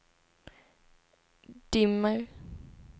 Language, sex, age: Swedish, female, 19